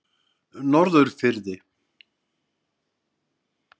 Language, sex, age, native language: Icelandic, male, 60-69, Icelandic